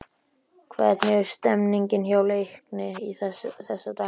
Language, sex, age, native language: Icelandic, male, 11, Icelandic